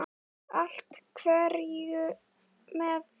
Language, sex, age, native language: Icelandic, male, 9, Icelandic